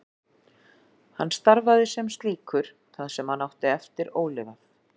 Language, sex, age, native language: Icelandic, female, 40-49, Icelandic